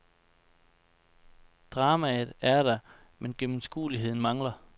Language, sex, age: Danish, male, 29